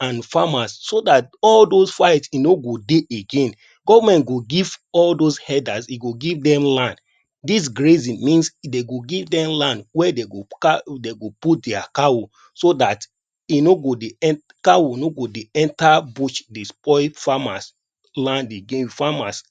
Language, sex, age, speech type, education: Nigerian Pidgin, male, 30-45, spontaneous, tertiary